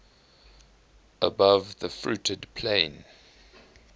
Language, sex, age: English, male, 21